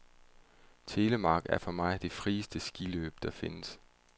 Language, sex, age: Danish, male, 31